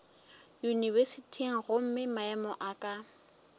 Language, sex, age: Northern Sotho, female, 23